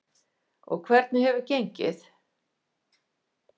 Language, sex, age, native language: Icelandic, female, 50-59, Icelandic